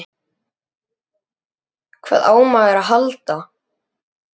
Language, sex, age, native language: Icelandic, male, 10, Icelandic